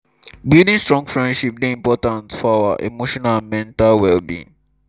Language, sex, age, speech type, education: Nigerian Pidgin, male, 15-29, spontaneous, tertiary